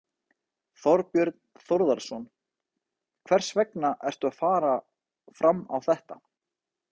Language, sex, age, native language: Icelandic, male, 30-39, Icelandic